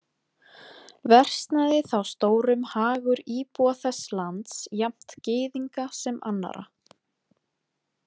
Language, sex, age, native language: Icelandic, female, 20-29, Icelandic